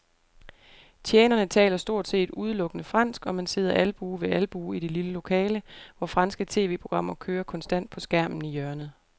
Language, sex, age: Danish, female, 28